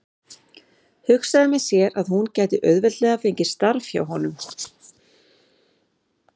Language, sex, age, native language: Icelandic, female, 40-49, Icelandic